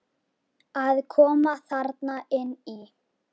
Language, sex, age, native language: Icelandic, female, 10, Icelandic